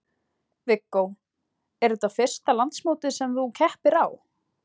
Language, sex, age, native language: Icelandic, other, 20-29, Icelandic